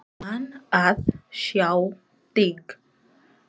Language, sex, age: Icelandic, female, 20-29